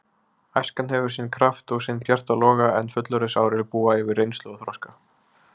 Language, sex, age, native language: Icelandic, male, 20-29, Icelandic